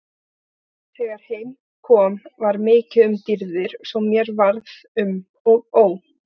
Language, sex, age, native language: Icelandic, other, 18-19, Icelandic